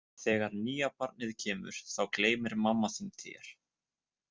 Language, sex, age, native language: Icelandic, male, 20-29, Icelandic